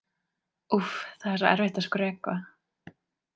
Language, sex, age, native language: Icelandic, female, 20-29, Icelandic